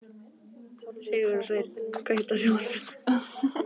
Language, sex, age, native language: Icelandic, other, 14, Icelandic